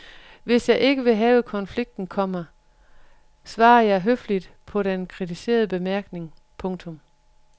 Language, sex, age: Danish, female, 43